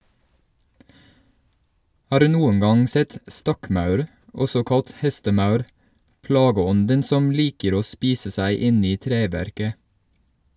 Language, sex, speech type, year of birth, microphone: Norwegian, male, read, 1983, Shure